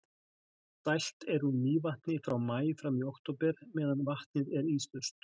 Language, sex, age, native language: Icelandic, male, 60-69, Icelandic